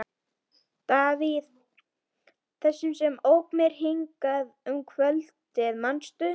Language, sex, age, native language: Icelandic, female, 12, Icelandic